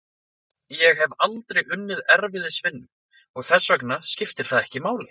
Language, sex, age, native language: Icelandic, male, 20-29, Icelandic